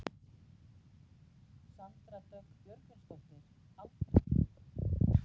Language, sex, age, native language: Icelandic, female, 40-49, Icelandic